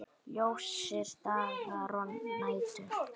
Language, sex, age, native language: Icelandic, female, 9, Icelandic